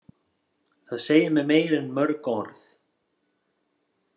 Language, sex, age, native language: Icelandic, male, 30-39, Icelandic